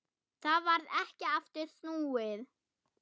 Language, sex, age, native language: Icelandic, female, 8, German